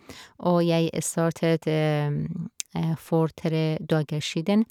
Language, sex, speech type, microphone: Norwegian, female, spontaneous, Shure